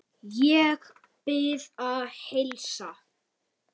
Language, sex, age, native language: Icelandic, male, 9, Icelandic